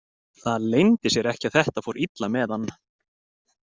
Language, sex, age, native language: Icelandic, male, 20-29, Icelandic